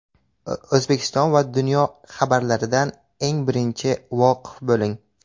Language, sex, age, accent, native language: Uzbek, male, 18-24, Samarqand, Uzbek